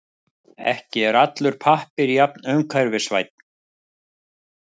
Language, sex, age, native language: Icelandic, male, 50-59, Icelandic